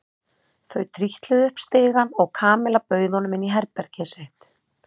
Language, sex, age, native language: Icelandic, female, 30-39, Icelandic